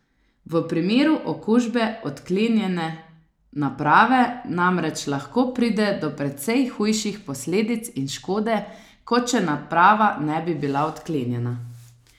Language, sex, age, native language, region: Slovenian, female, 30-49, Slovenian, Savinja region